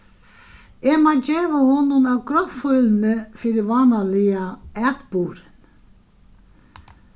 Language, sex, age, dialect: Faroese, female, 61+, Vágar